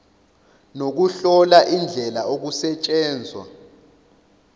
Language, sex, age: Zulu, male, 21